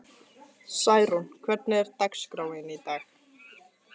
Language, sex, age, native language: Icelandic, female, 14, Icelandic